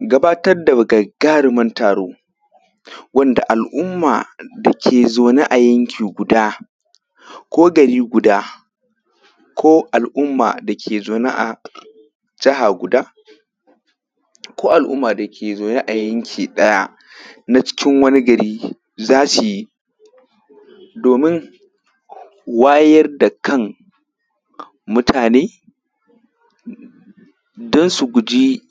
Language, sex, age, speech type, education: Hausa, male, 15-29, spontaneous, tertiary